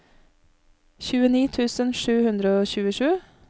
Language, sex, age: Norwegian, female, 31